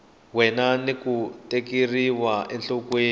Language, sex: Tsonga, male